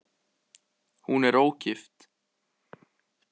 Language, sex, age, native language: Icelandic, male, 18-19, Icelandic